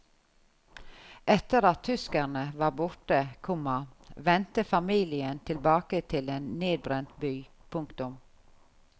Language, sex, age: Norwegian, female, 51